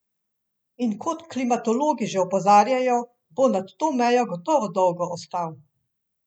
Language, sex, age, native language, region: Slovenian, female, 50-59, Slovenian, Central Slovenia